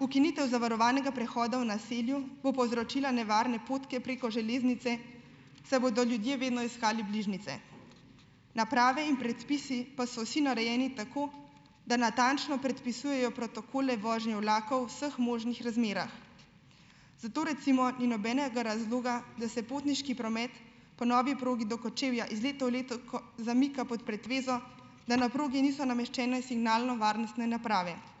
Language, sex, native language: Slovenian, female, Slovenian